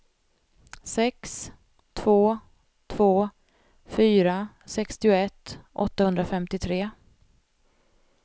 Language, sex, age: Swedish, female, 45